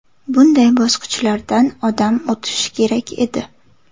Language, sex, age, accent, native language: Uzbek, female, 18-24, Samarqand, Uzbek